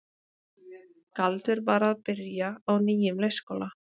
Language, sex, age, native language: Icelandic, female, 20-29, Icelandic